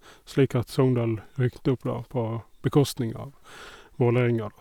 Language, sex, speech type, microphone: Norwegian, male, spontaneous, Sennheiser